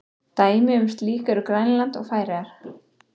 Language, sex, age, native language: Icelandic, female, 30-39, Icelandic